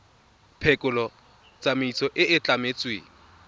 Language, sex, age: Tswana, male, 22